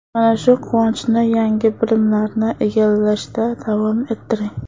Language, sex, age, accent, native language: Uzbek, female, under 19, Toshkent shahri, Uzbek